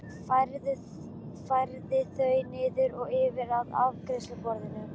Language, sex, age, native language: Icelandic, female, 12, Icelandic